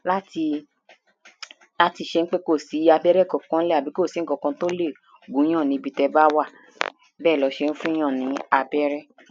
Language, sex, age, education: Yoruba, female, 30-45, tertiary